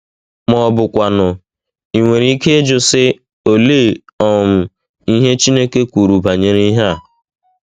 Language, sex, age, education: Igbo, male, 15-29, tertiary